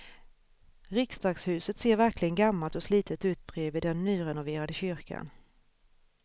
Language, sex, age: Swedish, female, 41